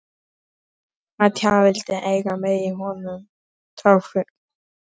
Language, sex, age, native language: Icelandic, male, 12, Norwegian